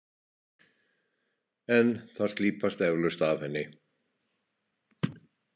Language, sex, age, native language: Icelandic, male, 60-69, Icelandic